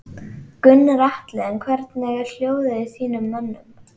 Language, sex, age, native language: Icelandic, female, 11, Icelandic